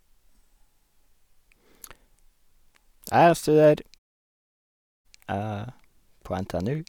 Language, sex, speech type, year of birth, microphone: Norwegian, male, spontaneous, 1981, Sennheiser